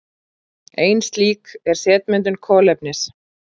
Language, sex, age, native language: Icelandic, female, 40-49, Icelandic